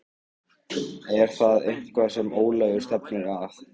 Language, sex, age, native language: Icelandic, male, 15, Icelandic